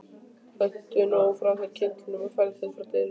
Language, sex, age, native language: Icelandic, female, 15, Icelandic